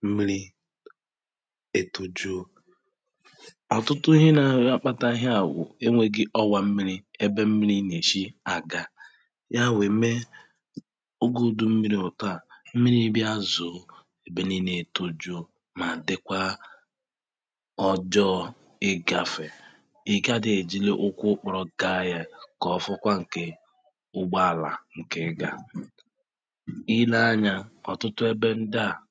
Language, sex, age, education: Igbo, male, 30-45, tertiary